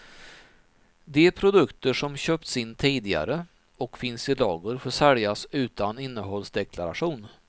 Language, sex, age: Swedish, male, 39